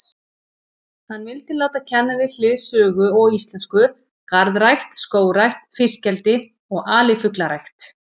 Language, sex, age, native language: Icelandic, female, 40-49, Icelandic